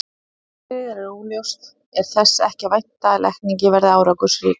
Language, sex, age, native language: Icelandic, female, 30-39, Icelandic